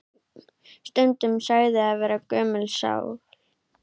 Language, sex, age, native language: Icelandic, female, 8, Icelandic